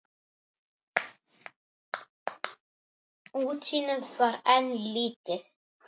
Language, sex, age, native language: Icelandic, male, 9, Icelandic